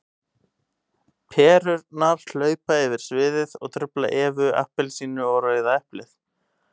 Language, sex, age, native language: Icelandic, male, 18-19, Icelandic